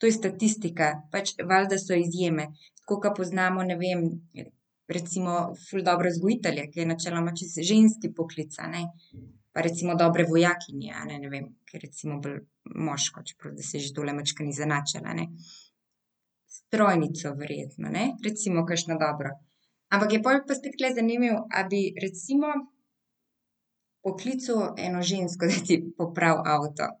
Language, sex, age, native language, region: Slovenian, female, 18-29, Slovenian, Central Slovenia